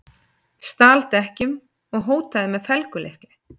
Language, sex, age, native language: Icelandic, female, 30-39, Icelandic